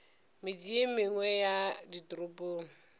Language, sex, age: Northern Sotho, female, 25